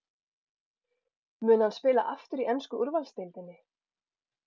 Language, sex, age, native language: Icelandic, female, 40-49, Icelandic